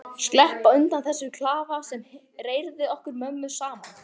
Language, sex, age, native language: Icelandic, male, 11, Icelandic